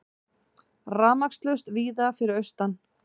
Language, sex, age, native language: Icelandic, female, 40-49, Icelandic